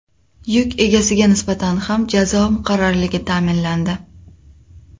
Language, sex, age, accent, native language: Uzbek, female, 25-34, Qoraqalpog'iston, Uzbek